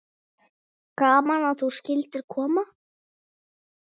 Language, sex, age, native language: Icelandic, female, 8, Icelandic